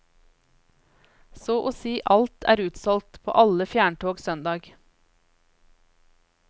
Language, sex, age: Norwegian, female, 33